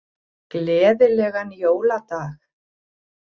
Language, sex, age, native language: Icelandic, female, 40-49, Icelandic